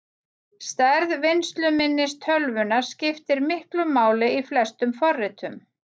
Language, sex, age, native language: Icelandic, female, 40-49, Icelandic